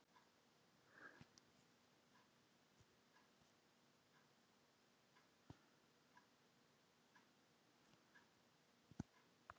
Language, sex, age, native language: Icelandic, female, 30-39, Icelandic